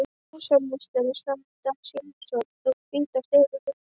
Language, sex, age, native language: Icelandic, female, 12, Icelandic